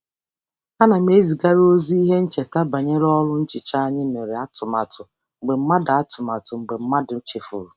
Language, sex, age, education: Igbo, female, 30-45, tertiary